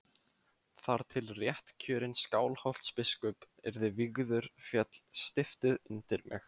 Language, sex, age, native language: Icelandic, male, 15, Icelandic